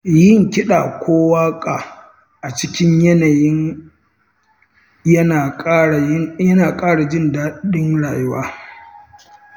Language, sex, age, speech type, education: Hausa, male, 60+, read, tertiary